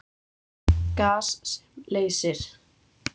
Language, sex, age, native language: Icelandic, male, 8, Icelandic